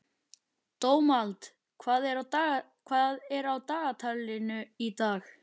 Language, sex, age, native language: Icelandic, male, 11, Icelandic